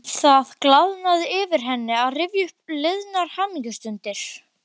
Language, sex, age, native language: Icelandic, male, 12, Icelandic